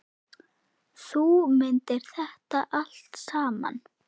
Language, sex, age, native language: Icelandic, female, 8, Icelandic